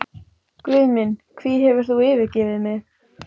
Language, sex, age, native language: Icelandic, female, 14, Icelandic